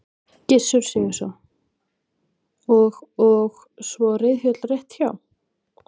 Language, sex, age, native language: Icelandic, female, 20-29, Icelandic